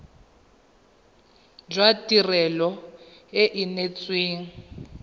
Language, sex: Tswana, female